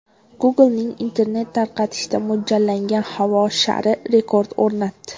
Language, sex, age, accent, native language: Uzbek, female, 18-24, Toshkent viloyati, Uzbek